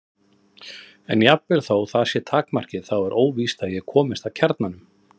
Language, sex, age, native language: Icelandic, male, 30-39, Icelandic